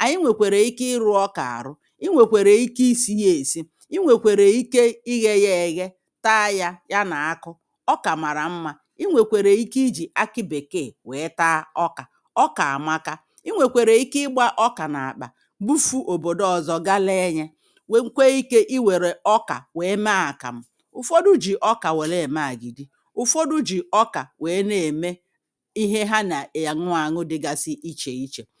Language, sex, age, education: Igbo, female, 30-45, primary